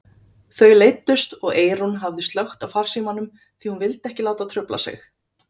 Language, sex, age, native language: Icelandic, female, 30-39, Icelandic